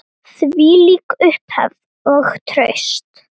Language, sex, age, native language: Icelandic, female, 9, Icelandic